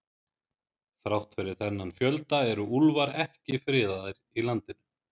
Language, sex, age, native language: Icelandic, male, 30-39, Icelandic